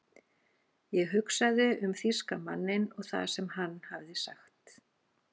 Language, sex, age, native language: Icelandic, female, 40-49, Icelandic